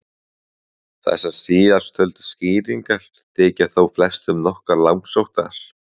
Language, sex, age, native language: Icelandic, male, 20-29, Icelandic